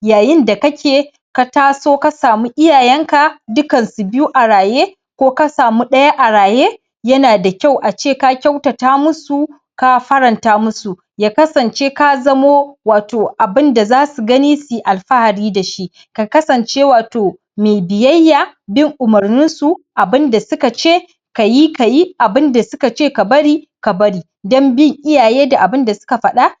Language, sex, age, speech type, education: Hausa, male, 15-29, spontaneous, primary